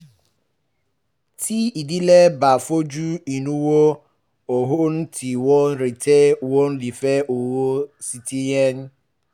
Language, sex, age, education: Yoruba, male, 15-29, tertiary